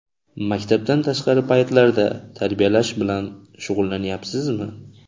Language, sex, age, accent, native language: Uzbek, male, 25-34, Andijon, Uzbek